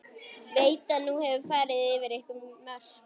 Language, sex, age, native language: Icelandic, female, 11, Icelandic